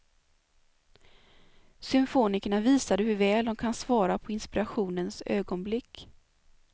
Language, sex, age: Swedish, female, 24